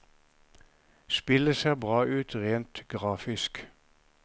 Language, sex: Norwegian, male